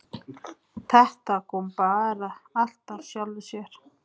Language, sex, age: Icelandic, female, 30-39